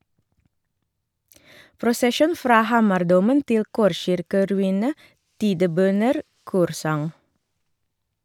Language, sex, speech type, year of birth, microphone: Norwegian, female, read, 1978, Shure